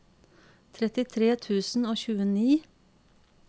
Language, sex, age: Norwegian, female, 50